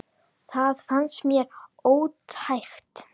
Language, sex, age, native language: Icelandic, female, 10, Icelandic